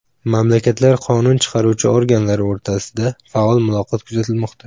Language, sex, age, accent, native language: Uzbek, male, under 19, Samarqand, Uzbek